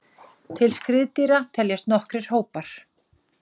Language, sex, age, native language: Icelandic, female, 40-49, Icelandic